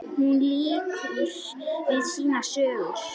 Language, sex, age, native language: Icelandic, female, 10, Icelandic